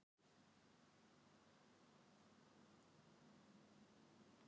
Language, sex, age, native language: Icelandic, female, 50-59, Icelandic